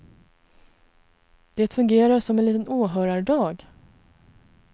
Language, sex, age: Swedish, female, 33